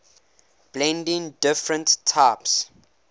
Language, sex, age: English, male, 19